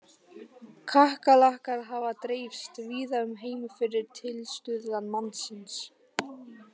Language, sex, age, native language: Icelandic, female, 18-19, Polish